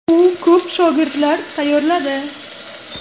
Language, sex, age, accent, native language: Uzbek, female, 25-34, Qashqadaryo, Uzbek